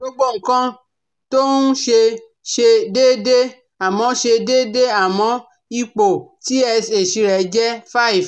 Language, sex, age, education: Yoruba, female, 30-45, tertiary